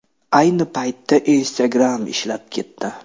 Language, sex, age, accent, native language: Uzbek, male, 25-34, Namangan, Uzbek